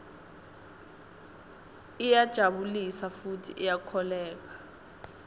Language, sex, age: Swati, female, 19